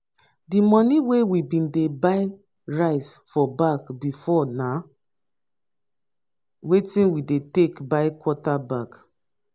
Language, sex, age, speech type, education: Nigerian Pidgin, female, 30-45, spontaneous, tertiary